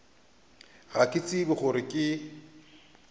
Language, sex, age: Northern Sotho, male, 29